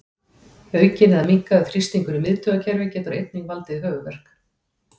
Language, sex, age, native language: Icelandic, female, 40-49, Icelandic